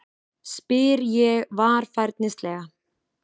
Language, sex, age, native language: Icelandic, female, 20-29, Icelandic